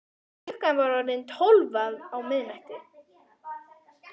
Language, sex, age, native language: Icelandic, female, 11, Icelandic